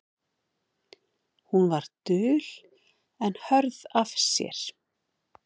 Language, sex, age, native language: Icelandic, female, 50-59, Icelandic